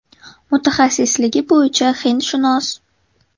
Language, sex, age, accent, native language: Uzbek, female, 19-29, Toshkent viloyati, Uzbek